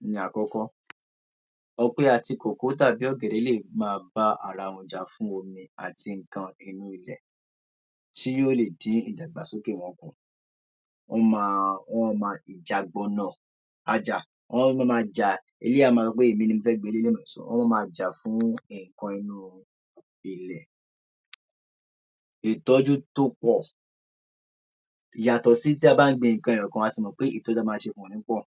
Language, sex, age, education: Yoruba, male, 46-60, tertiary